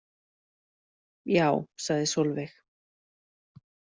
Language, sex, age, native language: Icelandic, female, 40-49, Icelandic